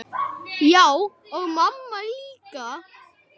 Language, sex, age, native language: Icelandic, male, 9, Icelandic